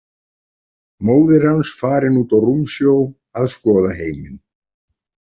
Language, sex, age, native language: Icelandic, male, 40-49, Icelandic